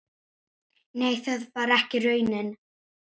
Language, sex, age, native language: Icelandic, female, 9, Icelandic